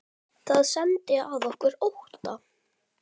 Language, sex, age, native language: Icelandic, male, 10, Icelandic